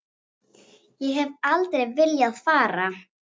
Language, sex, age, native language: Icelandic, female, 18-19, Icelandic